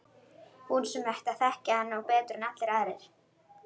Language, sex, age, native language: Icelandic, male, 11, Icelandic